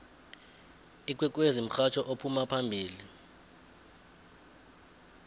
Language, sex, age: South Ndebele, male, 20